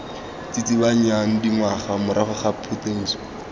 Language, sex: Tswana, male